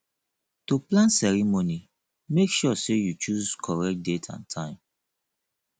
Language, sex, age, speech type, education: Nigerian Pidgin, male, 30-45, spontaneous, tertiary